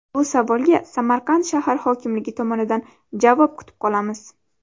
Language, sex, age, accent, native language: Uzbek, female, 12-17, Navoiy, Uzbek